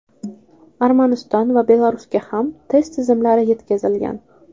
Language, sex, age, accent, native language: Uzbek, female, 18-24, Toshkent shahri, Uzbek